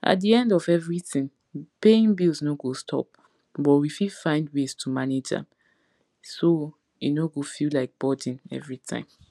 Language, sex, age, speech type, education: Nigerian Pidgin, female, 15-29, spontaneous, tertiary